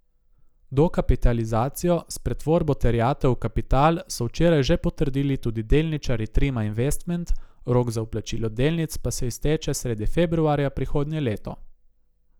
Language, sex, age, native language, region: Slovenian, male, 18-29, Slovenian, Gorica region